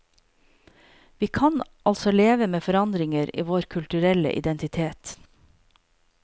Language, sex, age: Norwegian, female, 48